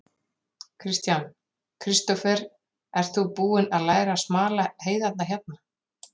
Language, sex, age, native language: Icelandic, female, 30-39, Icelandic